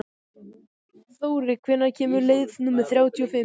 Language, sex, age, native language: Icelandic, male, 14, Icelandic